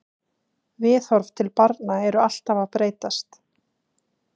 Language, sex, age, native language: Icelandic, female, 20-29, Icelandic